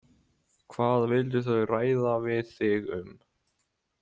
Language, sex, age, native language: Icelandic, male, 18-19, Icelandic